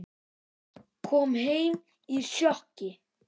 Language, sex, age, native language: Icelandic, female, 9, Icelandic